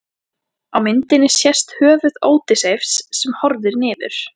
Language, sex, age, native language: Icelandic, female, 14, Icelandic